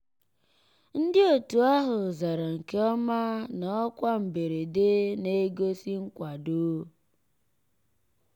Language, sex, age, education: Igbo, male, 15-29, tertiary